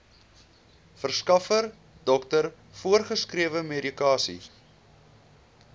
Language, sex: Afrikaans, male